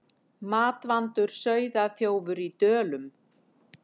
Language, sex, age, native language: Icelandic, female, 50-59, Icelandic